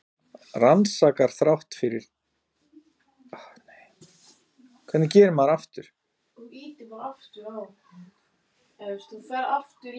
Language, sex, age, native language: Icelandic, male, 40-49, Icelandic